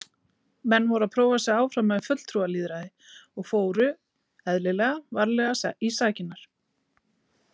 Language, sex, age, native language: Icelandic, female, 40-49, Icelandic